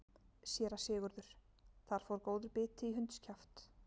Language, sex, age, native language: Icelandic, female, 40-49, Icelandic